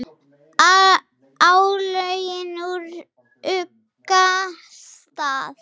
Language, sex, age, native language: Icelandic, female, 6, Icelandic